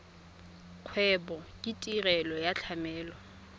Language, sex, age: Tswana, female, 24